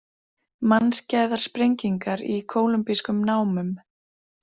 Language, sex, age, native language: Icelandic, female, 40-49, Icelandic